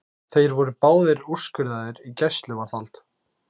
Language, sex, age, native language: Icelandic, male, 18-19, Icelandic